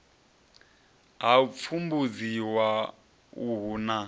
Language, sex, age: Venda, male, 30